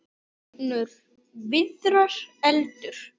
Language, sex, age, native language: Icelandic, male, 9, Icelandic